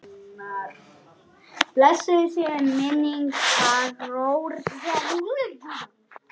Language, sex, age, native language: Icelandic, male, 9, Icelandic